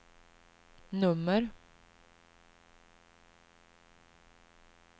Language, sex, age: Swedish, female, 38